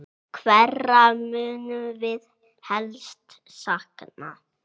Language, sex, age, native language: Icelandic, male, 6, Icelandic